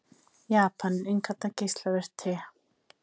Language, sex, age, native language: Icelandic, female, 30-39, Icelandic